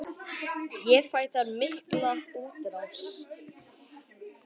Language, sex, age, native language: Icelandic, male, 10, Icelandic